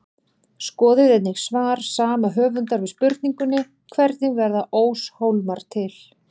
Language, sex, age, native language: Icelandic, female, 40-49, Icelandic